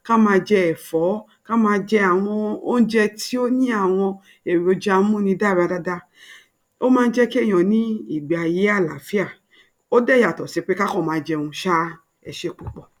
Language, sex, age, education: Yoruba, female, 60+, tertiary